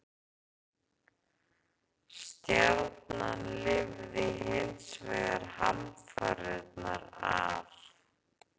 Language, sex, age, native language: Icelandic, female, 30-39, Icelandic